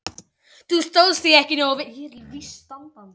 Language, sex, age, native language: Icelandic, male, 12, Icelandic